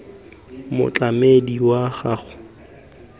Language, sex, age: Tswana, male, 20